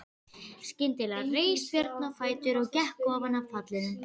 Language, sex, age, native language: Icelandic, female, 12, Icelandic